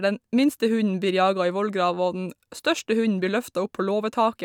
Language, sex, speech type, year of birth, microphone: Norwegian, female, spontaneous, 1990, Shure